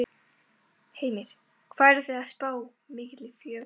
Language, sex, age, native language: Icelandic, female, 12, Icelandic